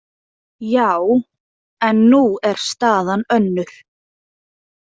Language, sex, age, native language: Icelandic, female, 20-29, Icelandic